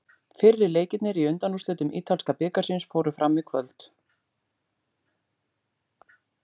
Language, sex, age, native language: Icelandic, female, 40-49, Icelandic